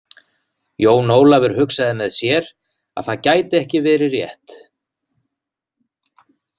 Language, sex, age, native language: Icelandic, male, 40-49, Icelandic